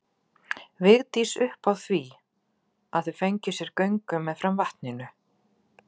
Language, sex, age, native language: Icelandic, female, 40-49, Icelandic